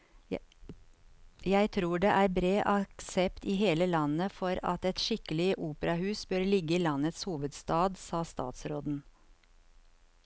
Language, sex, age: Norwegian, female, 54